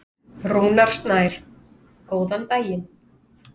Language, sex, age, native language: Icelandic, female, 30-39, Icelandic